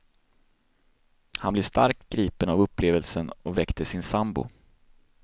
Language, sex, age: Swedish, male, 26